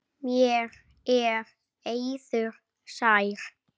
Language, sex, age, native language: Icelandic, female, 8, Icelandic